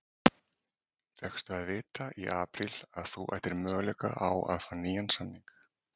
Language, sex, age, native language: Icelandic, male, 40-49, Icelandic